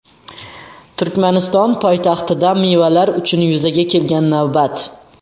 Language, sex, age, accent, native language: Uzbek, male, under 19, Xorazm, Uzbek